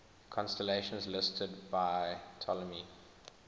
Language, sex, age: English, male, 21